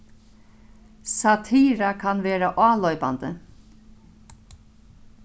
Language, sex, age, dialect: Faroese, female, 36-60, Norðurstreymoy/Eysturoy